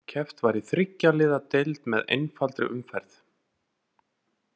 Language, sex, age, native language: Icelandic, male, 40-49, Icelandic